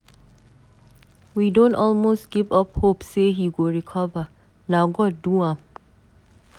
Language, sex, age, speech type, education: Nigerian Pidgin, female, 30-45, read, tertiary